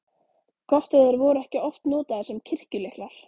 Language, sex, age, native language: Icelandic, female, 14, Icelandic